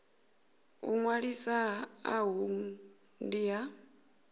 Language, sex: Venda, female